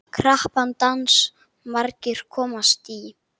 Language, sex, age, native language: Icelandic, male, 8, Icelandic